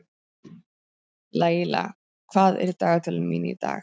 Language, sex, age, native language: Icelandic, female, 13, Icelandic